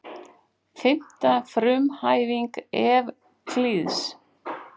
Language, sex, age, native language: Icelandic, female, 40-49, Icelandic